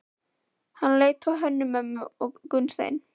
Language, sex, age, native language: Icelandic, female, 11, Icelandic